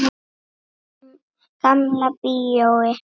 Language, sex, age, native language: Icelandic, female, 8, Icelandic